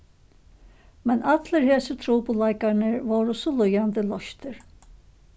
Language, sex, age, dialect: Faroese, female, 61+, Suðurstreymoy